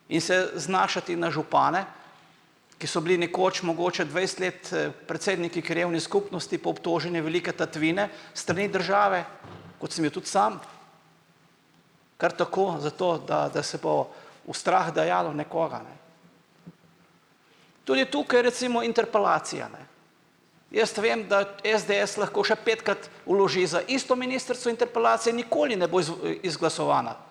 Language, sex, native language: Slovenian, male, Slovenian